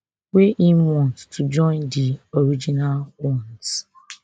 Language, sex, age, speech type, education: Nigerian Pidgin, female, 30-45, spontaneous, tertiary